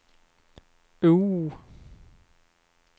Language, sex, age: Swedish, male, 31